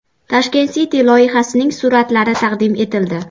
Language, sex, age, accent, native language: Uzbek, female, 12-17, Farg'ona, Uzbek